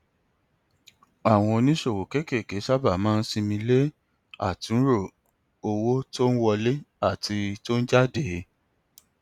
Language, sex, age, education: Yoruba, male, 30-45, tertiary